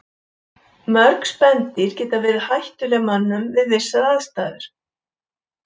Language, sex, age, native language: Icelandic, female, 70-79, Icelandic